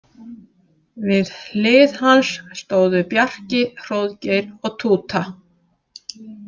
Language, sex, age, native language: Icelandic, female, 50-59, Icelandic